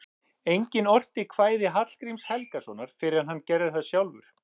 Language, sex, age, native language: Icelandic, male, 40-49, Icelandic